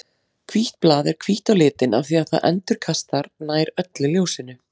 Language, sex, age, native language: Icelandic, female, 40-49, Icelandic